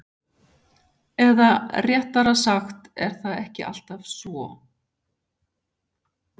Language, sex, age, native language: Icelandic, female, 60-69, Icelandic